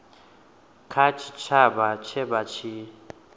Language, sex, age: Venda, male, 28